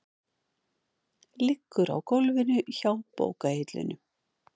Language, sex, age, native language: Icelandic, female, 50-59, Icelandic